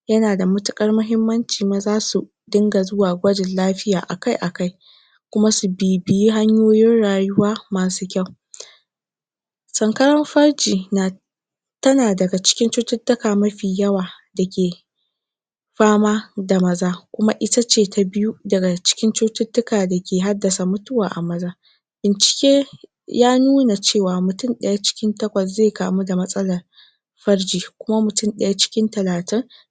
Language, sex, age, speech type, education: Hausa, female, 46-60, spontaneous, secondary